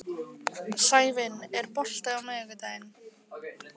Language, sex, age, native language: Icelandic, female, 15, Icelandic